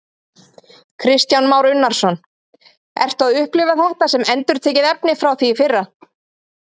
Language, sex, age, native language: Icelandic, female, 30-39, Icelandic